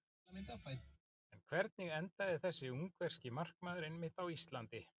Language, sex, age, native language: Icelandic, male, 40-49, Icelandic